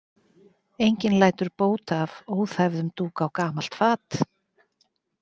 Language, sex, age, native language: Icelandic, female, 40-49, Icelandic